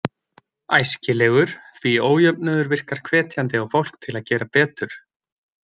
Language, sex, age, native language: Icelandic, male, 20-29, Icelandic